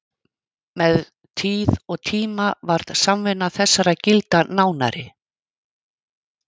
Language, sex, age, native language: Icelandic, female, 50-59, Icelandic